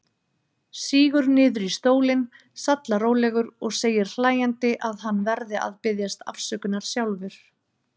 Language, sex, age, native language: Icelandic, female, 30-39, Icelandic